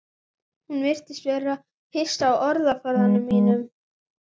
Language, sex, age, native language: Icelandic, female, 11, Icelandic